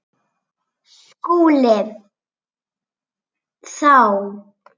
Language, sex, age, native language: Icelandic, female, 7, Icelandic